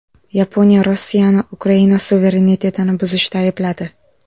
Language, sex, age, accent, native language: Uzbek, female, 18-24, Samarqand, Uzbek